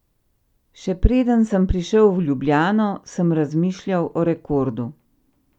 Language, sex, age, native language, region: Slovenian, female, 50-59, Slovenian, Central Slovenia